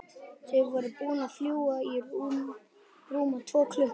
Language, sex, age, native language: Icelandic, male, 11, Icelandic